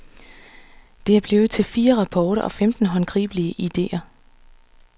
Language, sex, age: Danish, female, 39